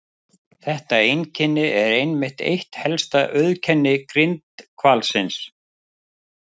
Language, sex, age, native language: Icelandic, male, 50-59, Icelandic